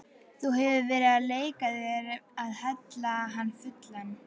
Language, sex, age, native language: Icelandic, female, 11, Icelandic